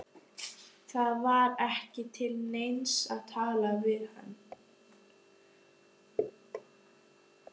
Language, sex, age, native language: Icelandic, female, 12, Icelandic